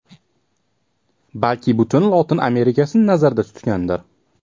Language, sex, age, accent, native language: Uzbek, male, 18-24, Toshkent shahri, Uzbek